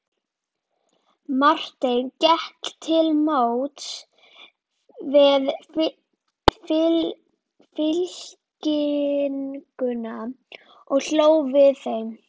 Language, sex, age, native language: Icelandic, female, 11, Icelandic